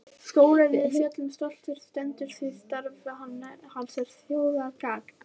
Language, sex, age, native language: Icelandic, female, 11, Icelandic